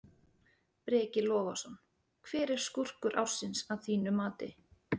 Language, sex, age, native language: Icelandic, female, 30-39, Icelandic